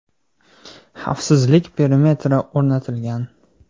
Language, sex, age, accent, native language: Uzbek, male, 18-24, Sirdaryo, Uzbek